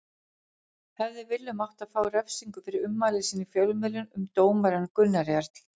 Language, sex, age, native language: Icelandic, female, 40-49, Icelandic